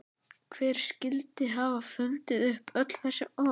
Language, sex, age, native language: Icelandic, male, 11, Icelandic